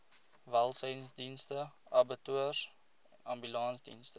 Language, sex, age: Afrikaans, male, 20